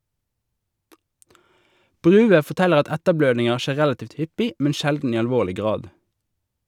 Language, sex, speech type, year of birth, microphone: Norwegian, male, read, 1988, Shure